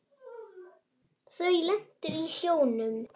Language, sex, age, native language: Icelandic, male, 7, Icelandic